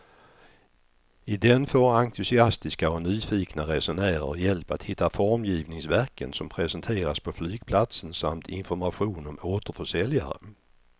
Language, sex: Swedish, male